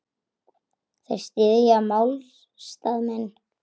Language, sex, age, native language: Icelandic, female, 8, Icelandic